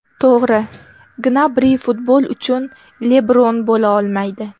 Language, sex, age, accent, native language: Uzbek, female, 18-24, Namangan, Uzbek